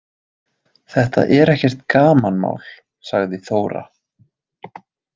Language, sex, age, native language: Icelandic, male, 20-29, Icelandic